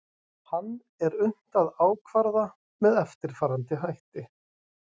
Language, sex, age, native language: Icelandic, male, 30-39, Icelandic